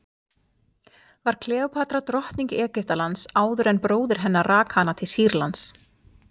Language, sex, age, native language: Icelandic, female, 40-49, Icelandic